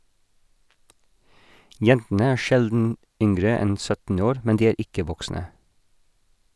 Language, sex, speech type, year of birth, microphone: Norwegian, male, read, 1981, Sennheiser